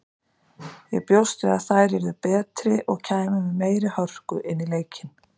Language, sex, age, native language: Icelandic, female, 50-59, Icelandic